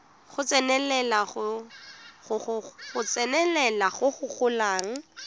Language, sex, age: Tswana, female, 19